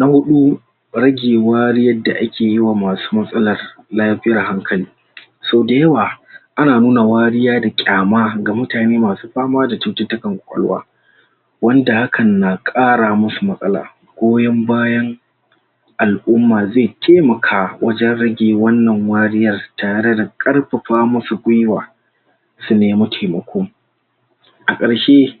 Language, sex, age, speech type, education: Hausa, male, 46-60, spontaneous, tertiary